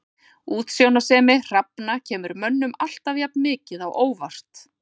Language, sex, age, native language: Icelandic, female, 40-49, Icelandic